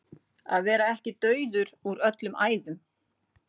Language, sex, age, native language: Icelandic, female, 40-49, Icelandic